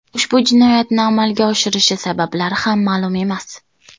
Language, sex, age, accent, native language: Uzbek, female, 19-29, Toshkent viloyati, Uzbek